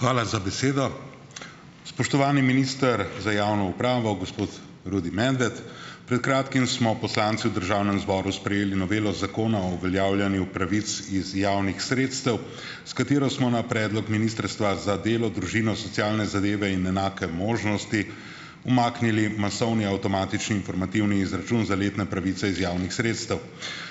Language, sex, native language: Slovenian, male, Slovenian